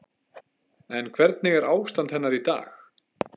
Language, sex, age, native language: Icelandic, male, 20-29, Icelandic